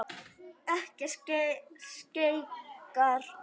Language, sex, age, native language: Icelandic, female, 9, Icelandic